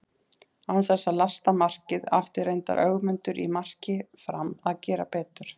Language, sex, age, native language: Icelandic, female, 30-39, Icelandic